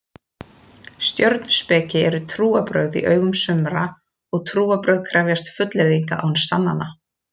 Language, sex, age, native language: Icelandic, female, 30-39, Icelandic